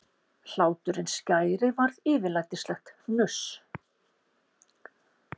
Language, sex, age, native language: Icelandic, female, 50-59, Icelandic